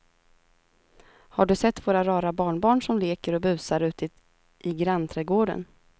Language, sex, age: Swedish, female, 32